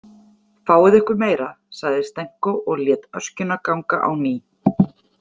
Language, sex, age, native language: Icelandic, female, 40-49, Icelandic